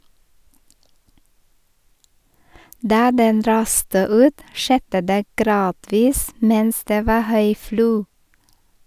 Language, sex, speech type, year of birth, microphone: Norwegian, female, read, 1973, Sennheiser